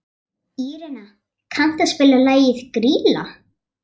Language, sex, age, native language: Icelandic, female, 11, Icelandic